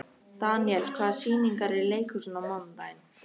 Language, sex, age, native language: Icelandic, female, 13, Icelandic